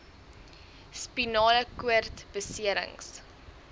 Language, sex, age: Afrikaans, female, 23